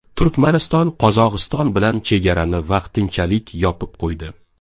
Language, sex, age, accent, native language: Uzbek, male, 12-17, Sirdaryo, Uzbek